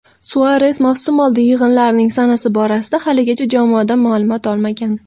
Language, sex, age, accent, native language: Uzbek, female, 19-29, Toshkent viloyati, Uzbek